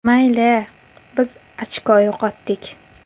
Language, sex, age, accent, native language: Uzbek, female, 19-29, Qashqadaryo, Uzbek